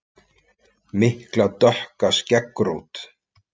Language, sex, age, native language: Icelandic, male, 40-49, Icelandic